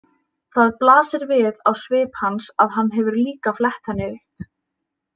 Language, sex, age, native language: Icelandic, female, 18-19, Icelandic